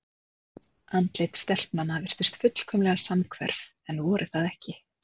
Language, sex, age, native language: Icelandic, female, 30-39, Icelandic